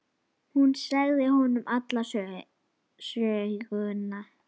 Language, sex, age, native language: Icelandic, female, 8, Icelandic